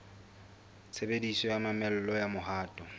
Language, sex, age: Southern Sotho, female, 22